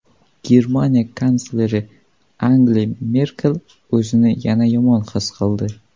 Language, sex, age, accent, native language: Uzbek, male, 12-17, Sirdaryo, Uzbek